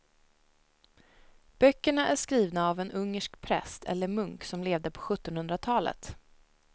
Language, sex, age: Swedish, female, 19